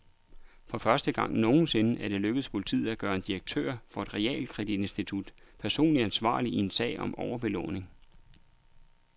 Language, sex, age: Danish, male, 39